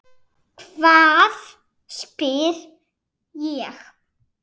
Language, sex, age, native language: Icelandic, male, 7, Icelandic